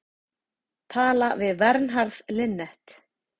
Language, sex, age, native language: Icelandic, female, 40-49, Icelandic